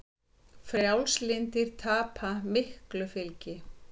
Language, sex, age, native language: Icelandic, female, 50-59, Icelandic